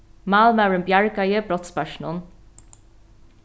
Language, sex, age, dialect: Faroese, female, 36-60, Norðuroyggjar